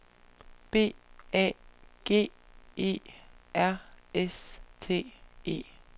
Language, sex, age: Danish, female, 25